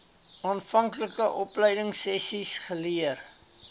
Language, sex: Afrikaans, male